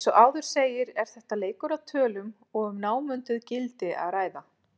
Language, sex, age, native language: Icelandic, female, 40-49, Icelandic